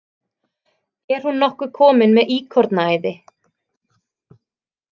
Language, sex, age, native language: Icelandic, female, 30-39, Icelandic